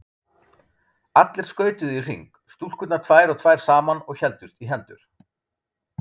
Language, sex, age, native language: Icelandic, male, 30-39, Icelandic